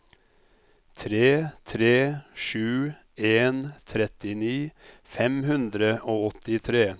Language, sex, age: Norwegian, male, 57